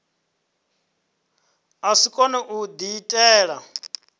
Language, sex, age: Venda, male, 23